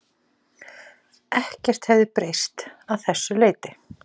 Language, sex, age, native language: Icelandic, female, 40-49, Icelandic